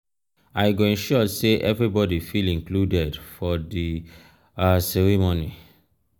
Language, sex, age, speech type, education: Nigerian Pidgin, male, 30-45, spontaneous, tertiary